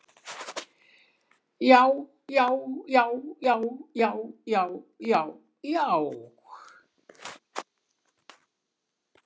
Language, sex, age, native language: Icelandic, female, 70-79, Icelandic